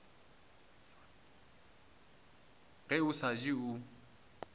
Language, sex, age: Northern Sotho, male, 20